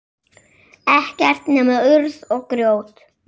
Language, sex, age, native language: Icelandic, female, 7, Icelandic